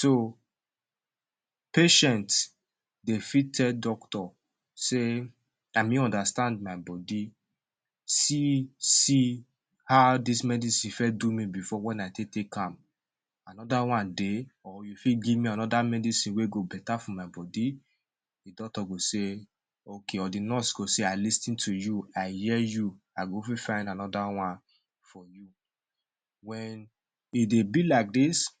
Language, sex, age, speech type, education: Nigerian Pidgin, male, 15-29, spontaneous, tertiary